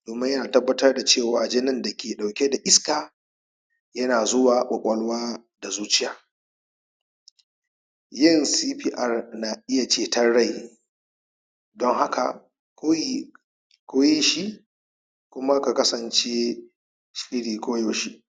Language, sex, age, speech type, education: Hausa, male, 30-45, spontaneous, tertiary